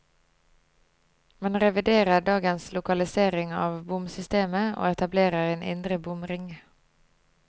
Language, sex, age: Norwegian, female, 25